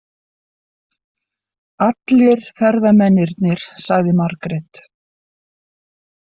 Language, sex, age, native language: Icelandic, female, 60-69, Icelandic